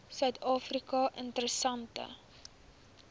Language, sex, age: Afrikaans, female, 23